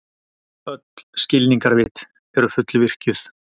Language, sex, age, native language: Icelandic, male, 40-49, Icelandic